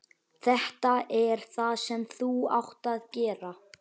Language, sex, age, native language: Icelandic, male, 11, Icelandic